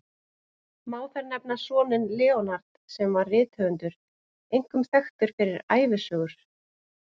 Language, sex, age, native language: Icelandic, female, 30-39, Icelandic